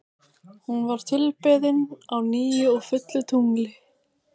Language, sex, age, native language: Icelandic, female, 18-19, Icelandic